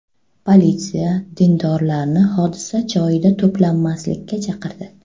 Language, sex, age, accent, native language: Uzbek, female, 25-34, Buxoro, Uzbek